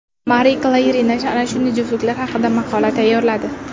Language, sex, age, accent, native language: Uzbek, female, 19-29, Navoiy, Uzbek